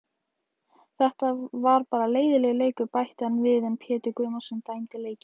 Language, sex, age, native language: Icelandic, female, 18-19, Icelandic